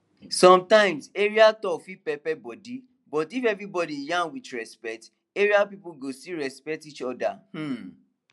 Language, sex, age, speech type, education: Nigerian Pidgin, male, 15-29, spontaneous, tertiary